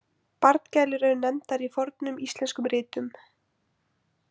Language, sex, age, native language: Icelandic, female, 20-29, Icelandic